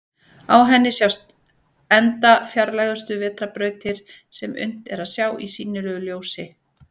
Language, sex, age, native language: Icelandic, female, 40-49, Icelandic